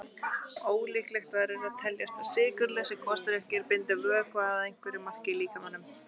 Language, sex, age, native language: Icelandic, female, 30-39, Icelandic